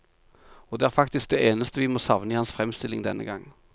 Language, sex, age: Norwegian, male, 45